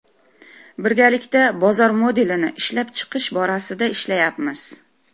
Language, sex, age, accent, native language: Uzbek, female, 40-49, Toshkent viloyati, Uzbek